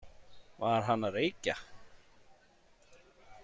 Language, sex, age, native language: Icelandic, male, 40-49, Icelandic